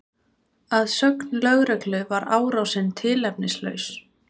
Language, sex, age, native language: Icelandic, female, 20-29, Icelandic